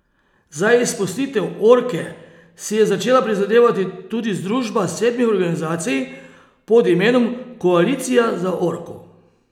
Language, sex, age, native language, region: Slovenian, male, 30-49, Slovenian, Posavska region